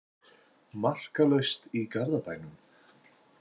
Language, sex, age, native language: Icelandic, male, 60-69, Icelandic